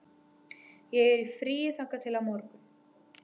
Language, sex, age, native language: Icelandic, female, 12, Icelandic